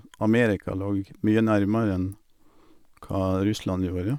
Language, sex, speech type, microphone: Norwegian, male, spontaneous, Sennheiser